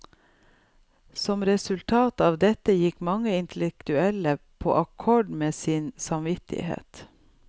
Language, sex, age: Norwegian, female, 55